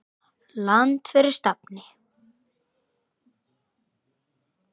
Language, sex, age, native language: Icelandic, male, 8, Icelandic